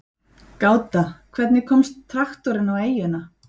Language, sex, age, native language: Icelandic, female, 30-39, Icelandic